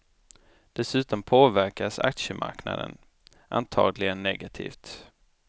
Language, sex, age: Swedish, male, 29